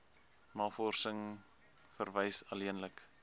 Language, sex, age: Afrikaans, male, 20